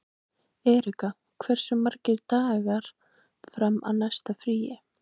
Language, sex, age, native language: Icelandic, female, 18-19, Icelandic